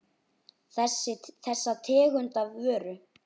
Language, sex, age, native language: Icelandic, male, 9, Icelandic